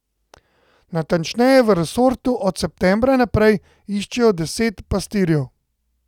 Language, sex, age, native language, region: Slovenian, male, 30-49, Slovenian, Central Slovenia